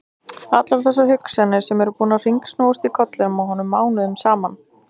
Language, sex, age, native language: Icelandic, female, 60-69, Icelandic